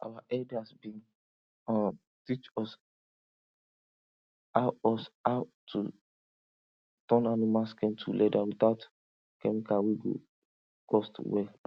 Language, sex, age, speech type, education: Nigerian Pidgin, male, 15-29, spontaneous, tertiary